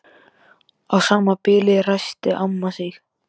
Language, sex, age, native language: Icelandic, male, 13, Icelandic